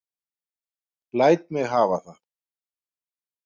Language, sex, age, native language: Icelandic, male, 50-59, Icelandic